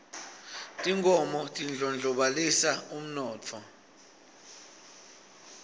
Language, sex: Swati, male